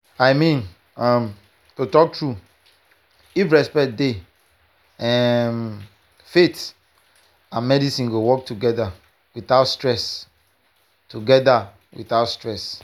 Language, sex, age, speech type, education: Nigerian Pidgin, male, 30-45, spontaneous, tertiary